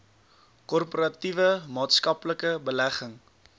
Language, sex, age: Afrikaans, male, 20